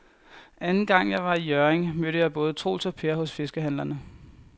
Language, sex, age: Danish, male, 21